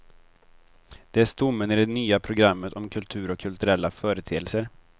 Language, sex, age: Swedish, male, 23